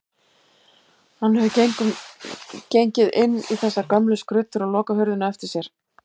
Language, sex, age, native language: Icelandic, female, 50-59, Icelandic